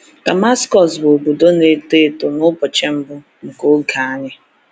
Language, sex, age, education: Igbo, female, 15-29, tertiary